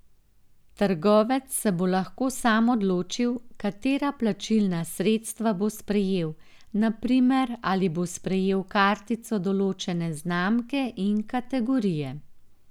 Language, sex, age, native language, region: Slovenian, female, 50-59, Slovenian, Gorenjska region